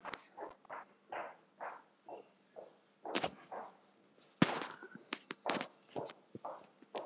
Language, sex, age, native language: Icelandic, male, 8, Icelandic